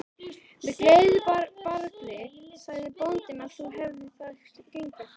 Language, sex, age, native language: Icelandic, female, 13, Icelandic